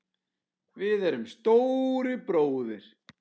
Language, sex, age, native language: Icelandic, male, 10, Icelandic